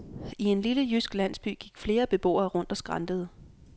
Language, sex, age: Danish, female, 26